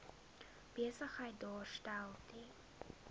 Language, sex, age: Afrikaans, female, 20